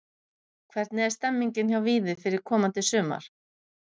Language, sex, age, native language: Icelandic, female, 50-59, Icelandic